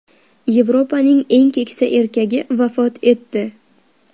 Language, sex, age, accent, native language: Uzbek, female, 12-17, Farg'ona, Uzbek